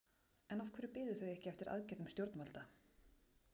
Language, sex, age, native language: Icelandic, female, 40-49, Icelandic